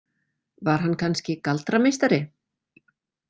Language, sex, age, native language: Icelandic, female, 40-49, Icelandic